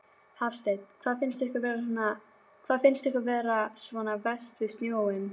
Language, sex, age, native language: Icelandic, female, 12, Icelandic